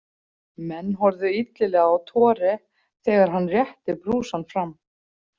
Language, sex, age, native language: Icelandic, female, 40-49, Icelandic